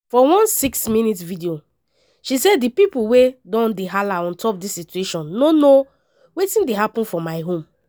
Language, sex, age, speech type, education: Nigerian Pidgin, female, 15-29, spontaneous, tertiary